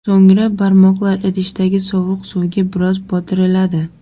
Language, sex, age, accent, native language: Uzbek, female, 18-24, Surxondaryo, Uzbek